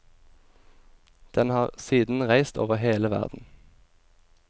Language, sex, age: Norwegian, male, 24